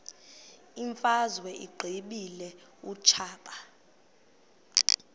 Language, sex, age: Xhosa, female, 21